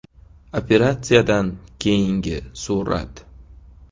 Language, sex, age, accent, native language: Uzbek, male, 18-24, Qashqadaryo, Uzbek